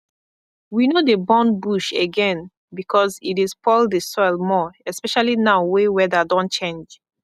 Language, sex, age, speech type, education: Nigerian Pidgin, female, 15-29, spontaneous, tertiary